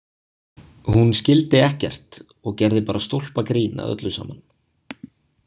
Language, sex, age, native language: Icelandic, male, 20-29, Icelandic